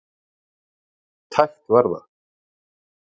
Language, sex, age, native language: Icelandic, male, 30-39, Icelandic